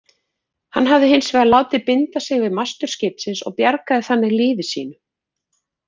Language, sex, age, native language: Icelandic, female, 40-49, Icelandic